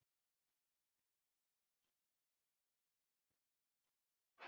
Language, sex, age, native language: Icelandic, female, 60-69, Icelandic